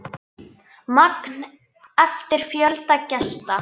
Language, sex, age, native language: Icelandic, female, 9, Icelandic